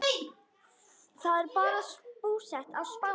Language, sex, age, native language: Icelandic, female, 10, Icelandic